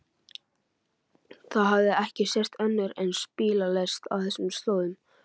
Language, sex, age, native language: Icelandic, male, 11, Icelandic